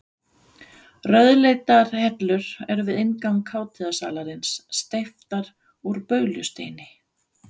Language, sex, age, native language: Icelandic, female, 50-59, Danish